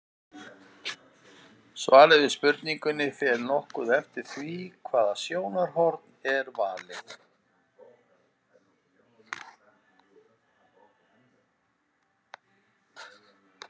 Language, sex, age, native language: Icelandic, male, 50-59, Icelandic